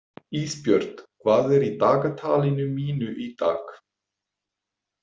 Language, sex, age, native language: Icelandic, male, 50-59, German